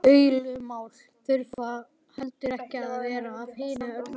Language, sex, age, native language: Icelandic, male, 11, Icelandic